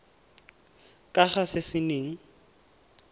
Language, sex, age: Tswana, male, 18